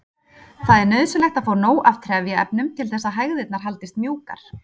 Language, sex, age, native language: Icelandic, female, 30-39, Icelandic